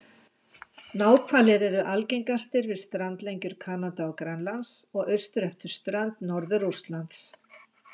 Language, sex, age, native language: Icelandic, female, 60-69, Icelandic